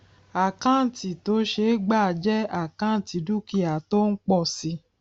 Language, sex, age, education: Yoruba, female, 46-60, tertiary